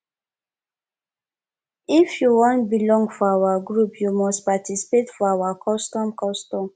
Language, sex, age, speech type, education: Nigerian Pidgin, female, 15-29, spontaneous, tertiary